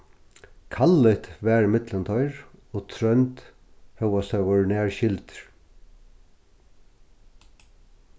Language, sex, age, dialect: Faroese, male, 61+, Norðurstreymoy/Eysturoy